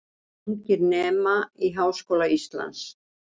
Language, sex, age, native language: Icelandic, female, 60-69, Icelandic